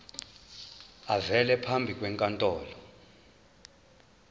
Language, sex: Zulu, male